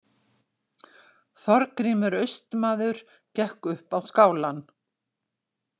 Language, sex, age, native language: Icelandic, female, 60-69, Icelandic